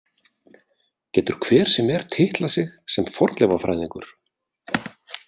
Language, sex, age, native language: Icelandic, male, 40-49, Icelandic